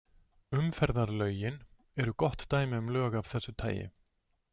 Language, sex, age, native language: Icelandic, male, 60-69, Icelandic